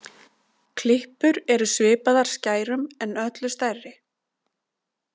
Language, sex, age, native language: Icelandic, female, 40-49, Icelandic